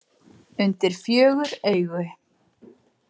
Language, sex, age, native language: Icelandic, female, 40-49, Icelandic